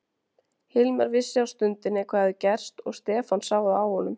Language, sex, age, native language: Icelandic, female, 20-29, Icelandic